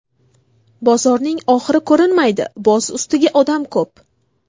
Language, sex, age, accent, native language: Uzbek, female, 18-24, Buxoro, Uzbek